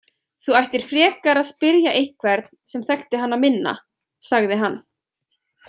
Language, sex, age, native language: Icelandic, female, 20-29, Icelandic